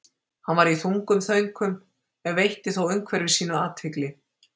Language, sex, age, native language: Icelandic, female, 50-59, Icelandic